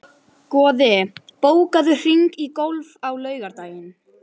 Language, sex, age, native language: Icelandic, female, 11, Icelandic